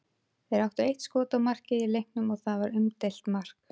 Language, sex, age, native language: Icelandic, female, 20-29, Icelandic